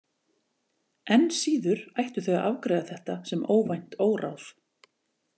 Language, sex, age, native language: Icelandic, female, 40-49, Icelandic